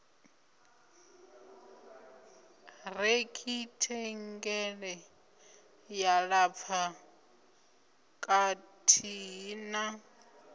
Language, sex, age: Venda, female, 25